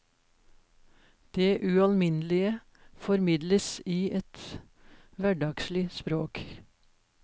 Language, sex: Norwegian, female